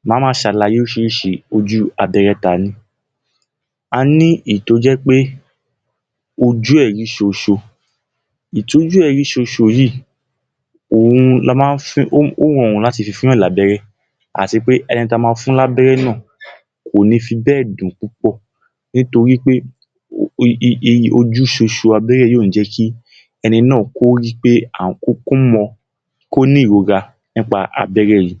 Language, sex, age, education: Yoruba, male, 15-29, tertiary